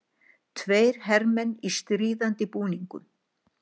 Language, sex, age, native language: Icelandic, female, 60-69, Icelandic